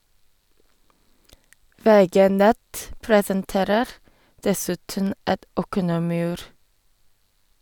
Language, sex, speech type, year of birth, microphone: Norwegian, female, read, 1989, Sennheiser